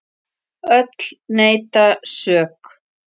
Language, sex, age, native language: Icelandic, female, 40-49, Icelandic